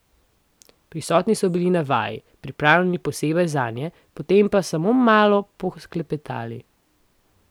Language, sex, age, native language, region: Slovenian, female, 18-29, Slovenian, Central Slovenia